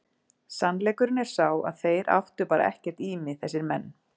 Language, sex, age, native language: Icelandic, female, 40-49, Icelandic